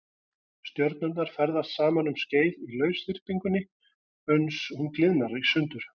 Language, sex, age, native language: Icelandic, male, 40-49, Icelandic